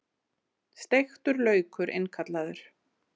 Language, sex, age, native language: Icelandic, female, 40-49, Icelandic